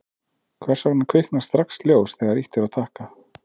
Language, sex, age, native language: Icelandic, male, 30-39, Icelandic